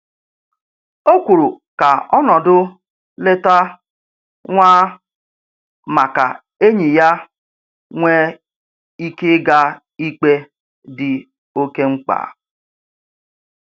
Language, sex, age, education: Igbo, male, 30-45, tertiary